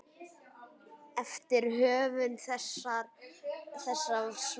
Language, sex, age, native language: Icelandic, male, 8, Icelandic